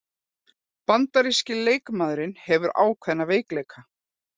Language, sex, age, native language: Icelandic, female, 40-49, Icelandic